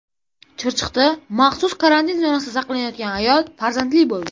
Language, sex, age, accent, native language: Uzbek, female, under 19, Toshkent shahri, Uzbek